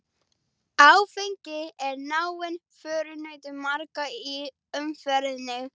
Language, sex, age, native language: Icelandic, female, 12, Icelandic